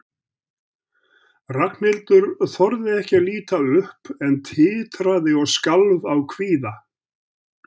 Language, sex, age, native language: Icelandic, male, 70-79, Icelandic